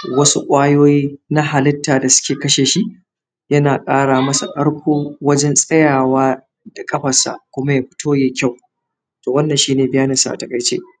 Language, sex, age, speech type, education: Hausa, male, 30-45, spontaneous, tertiary